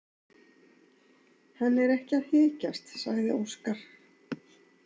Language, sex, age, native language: Icelandic, female, 60-69, Icelandic